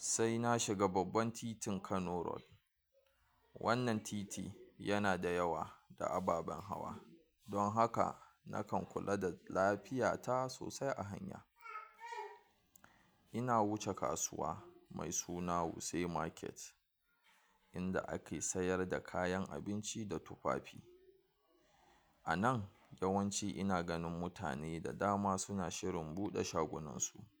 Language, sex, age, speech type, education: Hausa, male, 46-60, spontaneous, tertiary